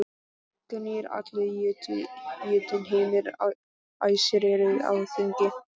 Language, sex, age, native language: Icelandic, male, 12, Icelandic